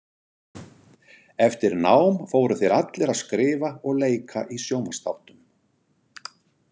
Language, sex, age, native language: Icelandic, male, 60-69, Icelandic